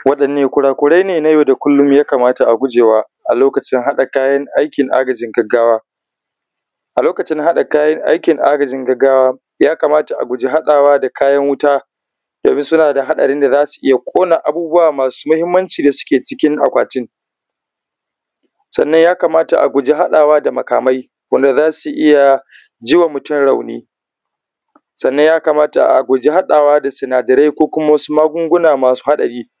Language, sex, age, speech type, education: Hausa, male, 15-29, spontaneous, primary